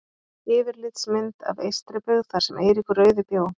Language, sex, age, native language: Icelandic, female, 30-39, Icelandic